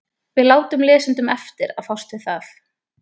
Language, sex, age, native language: Icelandic, female, 20-29, Icelandic